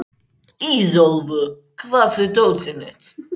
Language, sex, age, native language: Icelandic, male, 14, Icelandic